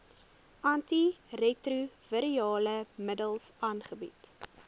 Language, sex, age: Afrikaans, female, 20